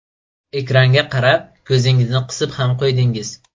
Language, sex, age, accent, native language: Uzbek, male, 18-24, Buxoro, Uzbek